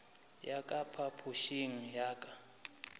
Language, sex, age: Northern Sotho, male, 25